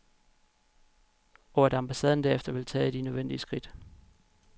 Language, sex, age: Danish, male, 31